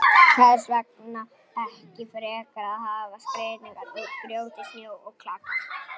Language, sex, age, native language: Icelandic, male, 18-19, Icelandic